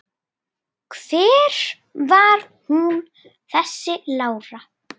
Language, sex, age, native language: Icelandic, female, 10, Icelandic